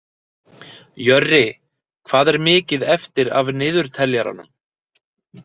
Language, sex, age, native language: Icelandic, male, 30-39, Icelandic